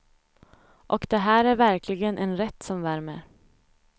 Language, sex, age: Swedish, female, 25